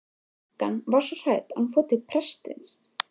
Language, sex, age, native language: Icelandic, female, 13, Icelandic